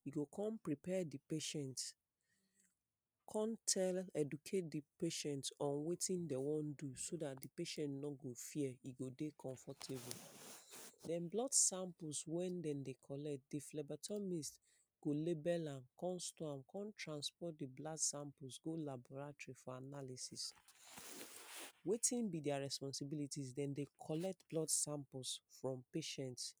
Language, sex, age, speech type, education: Nigerian Pidgin, female, 30-45, spontaneous, secondary